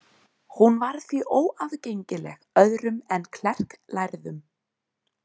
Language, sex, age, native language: Icelandic, female, 20-29, Icelandic